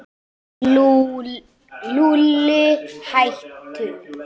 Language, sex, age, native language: Icelandic, male, 9, Icelandic